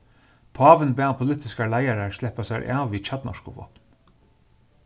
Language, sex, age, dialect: Faroese, male, 36-60, Suðurstreymoy